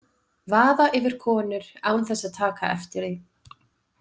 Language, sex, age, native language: Icelandic, female, 20-29, Icelandic